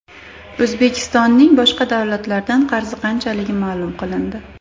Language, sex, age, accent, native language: Uzbek, female, 25-34, Andijon, Uzbek